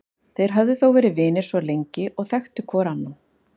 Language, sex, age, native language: Icelandic, female, 50-59, Icelandic